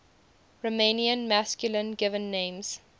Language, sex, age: English, female, 20